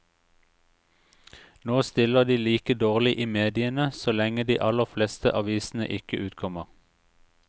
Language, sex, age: Norwegian, male, 36